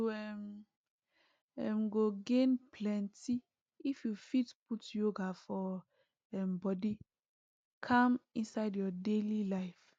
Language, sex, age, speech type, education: Nigerian Pidgin, female, 15-29, spontaneous, tertiary